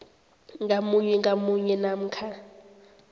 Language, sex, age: South Ndebele, female, 18